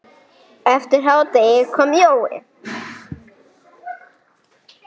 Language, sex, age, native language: Icelandic, female, 8, Icelandic